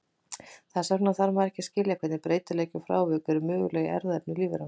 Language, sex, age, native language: Icelandic, female, 20-29, Icelandic